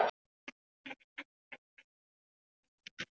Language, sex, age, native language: Icelandic, male, 11, Icelandic